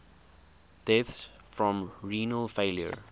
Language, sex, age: English, male, 20